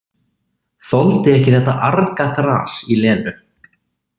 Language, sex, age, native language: Icelandic, male, 20-29, Icelandic